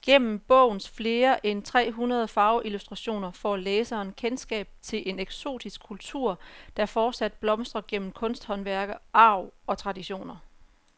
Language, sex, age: Danish, female, 34